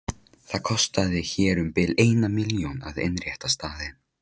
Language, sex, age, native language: Icelandic, male, 13, Polish